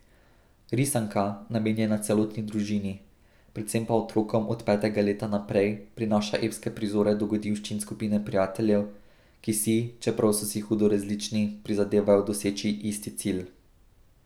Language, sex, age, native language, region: Slovenian, male, 18-29, Slovenian, Drava region